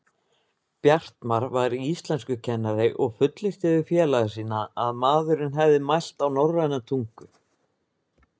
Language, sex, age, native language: Icelandic, male, 20-29, Icelandic